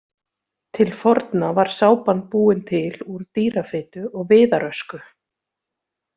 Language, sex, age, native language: Icelandic, female, 30-39, Icelandic